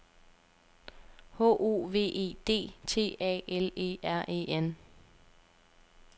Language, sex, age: Danish, female, 27